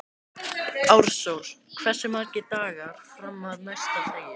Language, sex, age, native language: Icelandic, male, 18-19, Icelandic